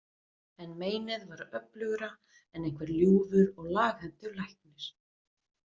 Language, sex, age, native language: Icelandic, female, 20-29, Icelandic